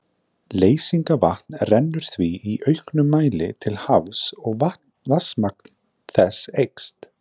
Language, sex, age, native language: Icelandic, male, 20-29, Icelandic